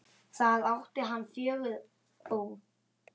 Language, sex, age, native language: Icelandic, male, 7, Icelandic